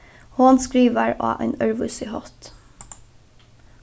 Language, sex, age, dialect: Faroese, female, 15-35, Norðuroyggjar